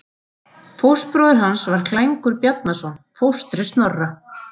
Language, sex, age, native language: Icelandic, female, 40-49, Icelandic